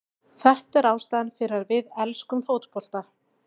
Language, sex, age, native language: Icelandic, female, 40-49, Icelandic